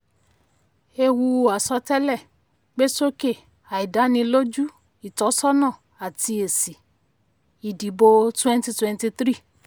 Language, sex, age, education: Yoruba, female, 30-45, tertiary